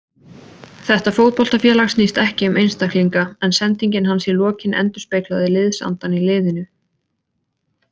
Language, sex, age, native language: Icelandic, female, 20-29, Icelandic